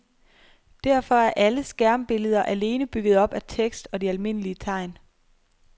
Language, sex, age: Danish, female, 23